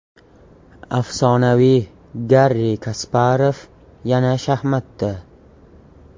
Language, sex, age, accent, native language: Uzbek, male, 18-24, Toshkent viloyati, Uzbek